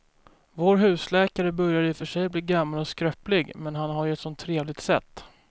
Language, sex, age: Swedish, male, 24